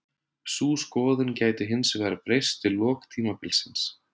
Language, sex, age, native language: Icelandic, male, 30-39, Icelandic